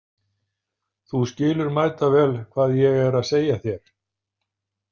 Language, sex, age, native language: Icelandic, male, 50-59, Icelandic